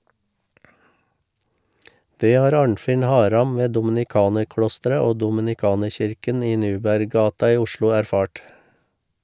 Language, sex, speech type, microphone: Norwegian, male, read, Shure